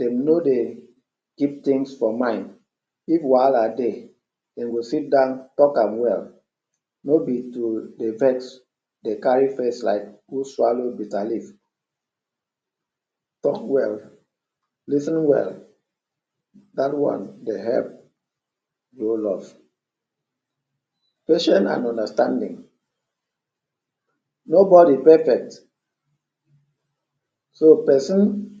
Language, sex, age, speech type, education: Nigerian Pidgin, male, 30-45, spontaneous, tertiary